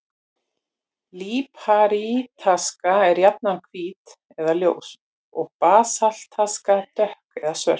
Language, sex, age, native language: Icelandic, female, 40-49, Icelandic